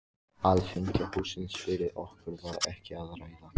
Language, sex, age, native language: Icelandic, female, 14, Icelandic